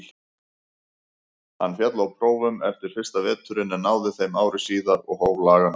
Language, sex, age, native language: Icelandic, male, 50-59, Icelandic